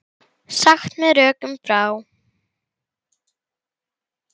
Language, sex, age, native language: Icelandic, male, 10, Icelandic